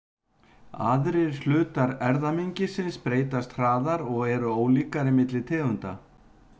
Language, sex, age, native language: Icelandic, male, 50-59, Icelandic